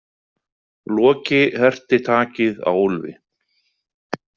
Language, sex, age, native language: Icelandic, male, 40-49, Icelandic